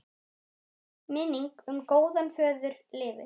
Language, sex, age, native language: Icelandic, male, 9, Icelandic